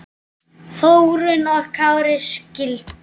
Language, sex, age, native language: Icelandic, male, 7, Icelandic